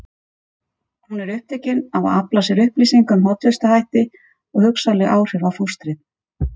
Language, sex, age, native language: Icelandic, female, 50-59, Icelandic